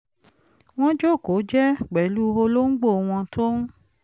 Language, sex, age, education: Yoruba, female, 30-45, tertiary